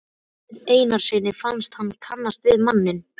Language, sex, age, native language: Icelandic, male, 12, Icelandic